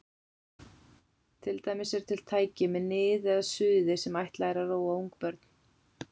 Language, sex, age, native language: Icelandic, female, 40-49, Icelandic